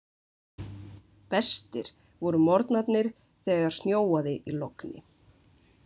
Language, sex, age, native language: Icelandic, female, 20-29, Icelandic